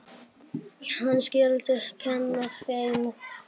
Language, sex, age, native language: Icelandic, male, 10, Icelandic